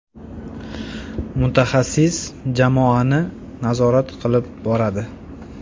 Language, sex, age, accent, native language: Uzbek, male, 18-24, Namangan, Uzbek